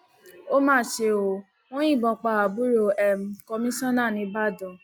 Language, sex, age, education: Yoruba, female, 30-45, tertiary